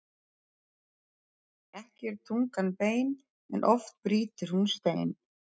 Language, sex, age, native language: Icelandic, female, 40-49, Icelandic